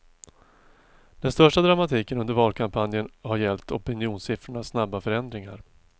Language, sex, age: Swedish, male, 42